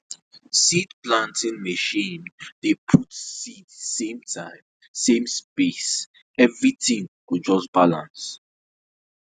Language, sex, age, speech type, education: Nigerian Pidgin, male, 15-29, spontaneous, tertiary